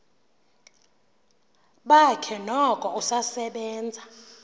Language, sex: Xhosa, female